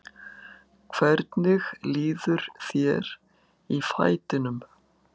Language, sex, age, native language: Icelandic, female, 60-69, Icelandic